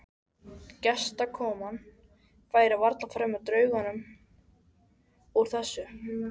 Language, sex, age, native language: Icelandic, male, 13, Icelandic